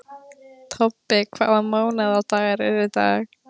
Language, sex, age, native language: Icelandic, female, 13, Icelandic